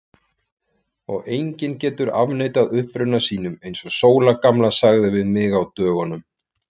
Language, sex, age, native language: Icelandic, male, 40-49, Icelandic